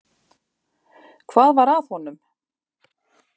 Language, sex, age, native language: Icelandic, female, 50-59, Icelandic